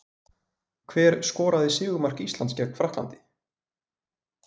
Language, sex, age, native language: Icelandic, male, 20-29, Icelandic